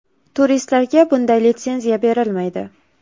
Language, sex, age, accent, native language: Uzbek, female, 18-24, Toshkent viloyati, Uzbek